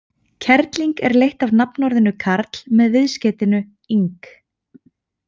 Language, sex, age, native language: Icelandic, female, 20-29, Icelandic